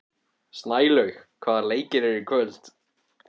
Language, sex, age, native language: Icelandic, male, 14, Icelandic